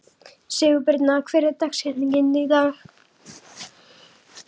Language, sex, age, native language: Icelandic, female, 11, Icelandic